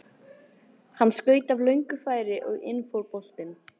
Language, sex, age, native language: Icelandic, female, 18-19, Icelandic